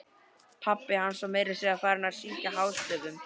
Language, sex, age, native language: Icelandic, female, 12, Icelandic